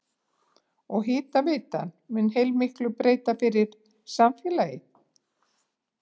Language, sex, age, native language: Icelandic, female, 70-79, Icelandic